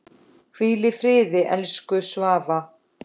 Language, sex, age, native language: Icelandic, female, 10, Icelandic